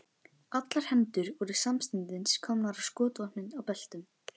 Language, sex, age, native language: Icelandic, female, 11, Icelandic